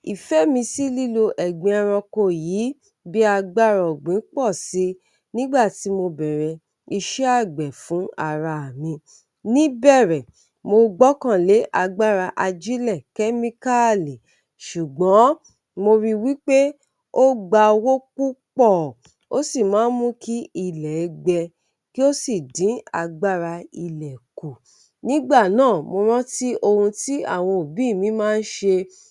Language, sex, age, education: Yoruba, female, 30-45, tertiary